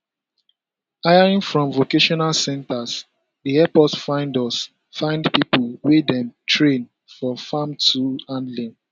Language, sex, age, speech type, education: Nigerian Pidgin, male, 15-29, spontaneous, secondary